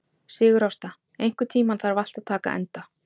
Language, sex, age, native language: Icelandic, female, 40-49, Icelandic